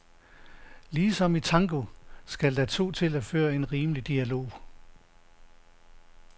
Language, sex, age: Danish, male, 69